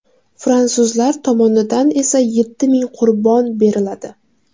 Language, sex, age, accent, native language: Uzbek, female, 18-24, Jizzax, Uzbek